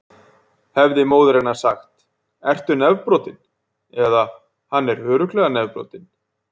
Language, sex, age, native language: Icelandic, male, 40-49, Icelandic